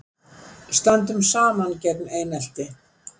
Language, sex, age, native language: Icelandic, female, 70-79, Icelandic